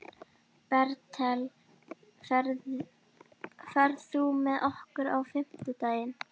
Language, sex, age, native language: Icelandic, female, 12, Icelandic